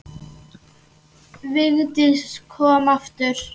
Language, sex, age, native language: Icelandic, male, 8, Icelandic